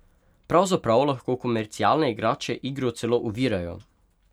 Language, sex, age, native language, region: Slovenian, male, 18-29, Slovenian, Pomurje region